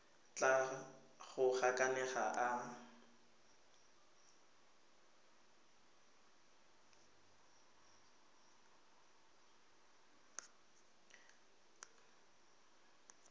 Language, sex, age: Tswana, female, 22